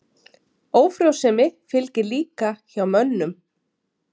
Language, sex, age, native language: Icelandic, female, 30-39, Icelandic